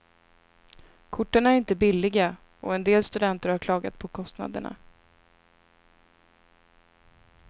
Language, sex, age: Swedish, female, 26